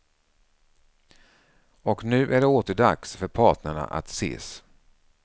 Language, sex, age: Swedish, male, 49